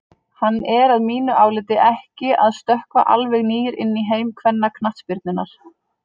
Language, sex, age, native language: Icelandic, female, 30-39, Icelandic